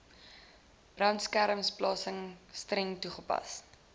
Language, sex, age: Afrikaans, female, 20